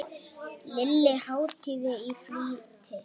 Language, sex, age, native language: Icelandic, female, 8, Icelandic